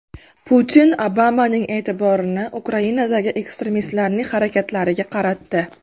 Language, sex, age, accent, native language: Uzbek, female, 19-29, Qashqadaryo, Uzbek